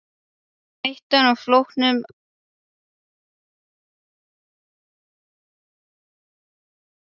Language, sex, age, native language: Icelandic, male, 11, Icelandic